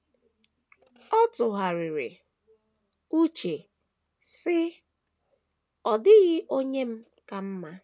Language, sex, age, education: Igbo, female, 15-29, tertiary